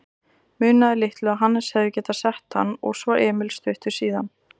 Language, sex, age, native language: Icelandic, female, 20-29, Icelandic